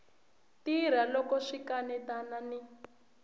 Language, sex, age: Tsonga, female, 20